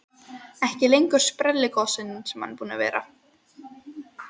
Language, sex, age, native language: Icelandic, female, 12, Icelandic